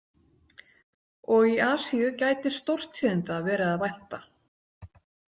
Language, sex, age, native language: Icelandic, female, 40-49, Icelandic